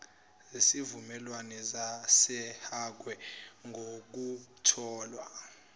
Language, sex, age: Zulu, male, 24